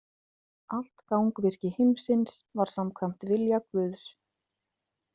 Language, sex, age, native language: Icelandic, female, 30-39, Icelandic